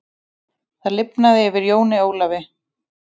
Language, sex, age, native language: Icelandic, female, 30-39, Icelandic